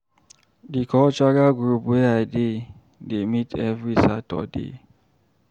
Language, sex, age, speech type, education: Nigerian Pidgin, male, 30-45, read, primary